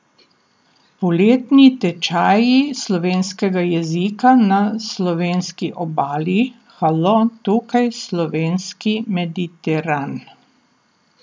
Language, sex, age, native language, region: Slovenian, female, 60+, Slovenian, Southeast Slovenia